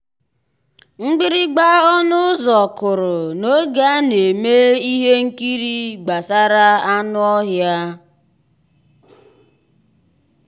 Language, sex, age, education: Igbo, male, 15-29, tertiary